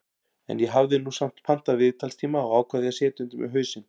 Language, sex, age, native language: Icelandic, male, 40-49, Icelandic